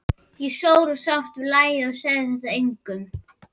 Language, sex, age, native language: Icelandic, female, 12, Icelandic